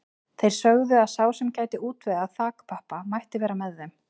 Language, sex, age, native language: Icelandic, female, 20-29, Icelandic